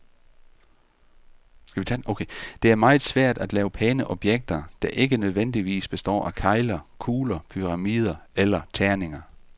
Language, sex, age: Danish, male, 48